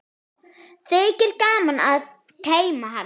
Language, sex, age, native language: Icelandic, female, 9, Icelandic